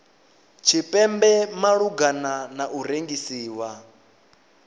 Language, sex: Venda, male